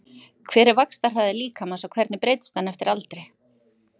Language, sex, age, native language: Icelandic, female, 50-59, Icelandic